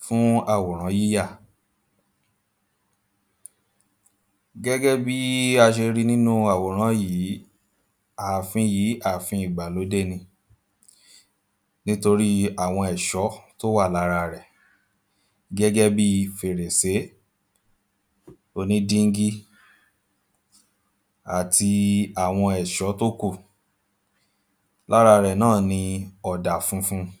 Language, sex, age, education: Yoruba, male, 15-29, primary